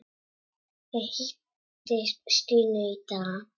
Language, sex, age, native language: Icelandic, female, 7, Czech